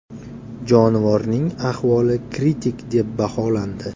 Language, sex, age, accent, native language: Uzbek, male, 25-34, Toshkent viloyati, Uzbek